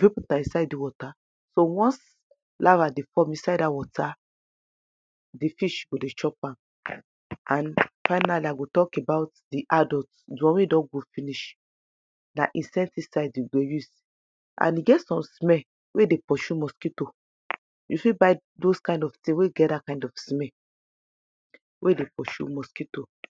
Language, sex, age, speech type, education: Nigerian Pidgin, female, 30-45, spontaneous, tertiary